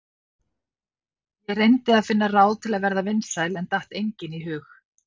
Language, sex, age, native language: Icelandic, female, 50-59, Icelandic